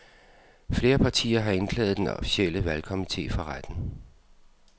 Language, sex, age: Danish, male, 52